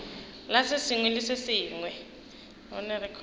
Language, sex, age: Northern Sotho, female, 30